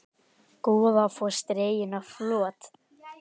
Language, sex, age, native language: Icelandic, male, 18-19, Icelandic